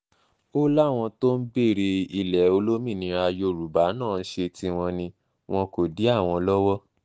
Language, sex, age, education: Yoruba, male, 15-29, tertiary